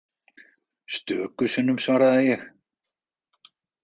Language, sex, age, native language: Icelandic, male, 40-49, Icelandic